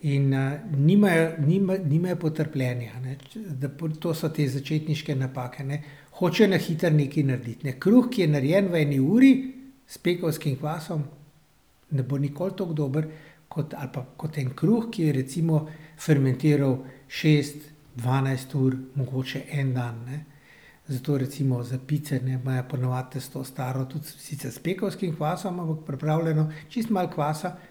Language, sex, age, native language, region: Slovenian, male, 60+, Slovenian, Central Slovenia